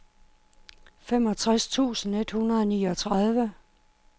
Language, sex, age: Danish, female, 51